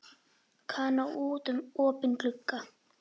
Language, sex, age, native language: Icelandic, female, 10, Icelandic